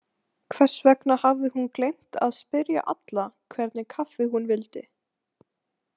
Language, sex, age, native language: Icelandic, female, 18-19, Icelandic